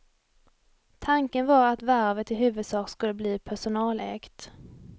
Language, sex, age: Swedish, female, 28